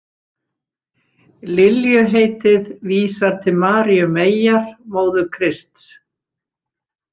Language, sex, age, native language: Icelandic, female, 60-69, Icelandic